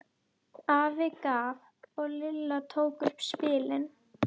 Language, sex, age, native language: Icelandic, female, 11, Icelandic